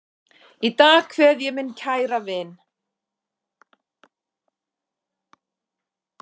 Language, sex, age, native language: Icelandic, female, 30-39, Icelandic